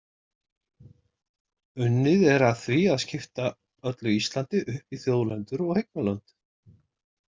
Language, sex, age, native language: Icelandic, male, 60-69, Icelandic